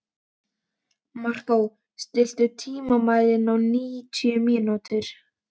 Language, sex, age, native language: Icelandic, male, 12, Icelandic